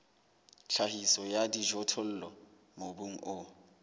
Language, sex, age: Southern Sotho, male, 21